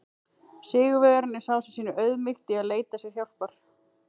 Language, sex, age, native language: Icelandic, female, 40-49, Icelandic